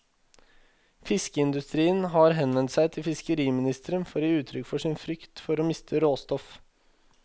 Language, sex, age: Norwegian, male, 21